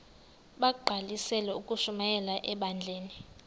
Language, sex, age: Xhosa, male, 19